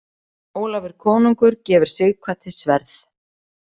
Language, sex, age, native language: Icelandic, female, 40-49, Icelandic